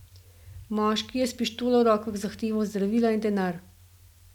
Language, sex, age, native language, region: Slovenian, female, 50-59, Slovenian, Gorenjska region